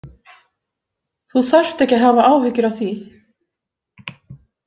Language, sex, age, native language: Icelandic, female, 50-59, Icelandic